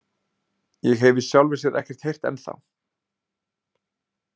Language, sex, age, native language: Icelandic, male, 20-29, Icelandic